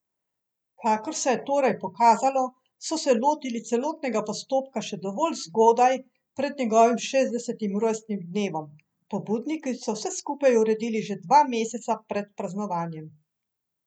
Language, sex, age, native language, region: Slovenian, female, 50-59, Slovenian, Central Slovenia